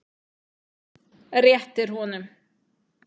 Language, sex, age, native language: Icelandic, female, 9, Icelandic